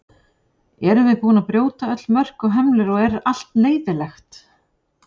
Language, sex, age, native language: Icelandic, female, 40-49, Icelandic